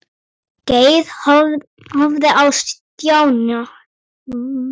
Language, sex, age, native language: Icelandic, female, 8, Icelandic